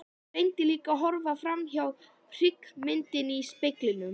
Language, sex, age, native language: Icelandic, female, 11, Icelandic